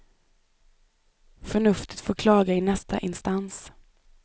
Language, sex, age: Swedish, female, 25